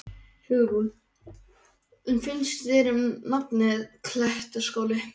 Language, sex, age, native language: Icelandic, male, 12, Icelandic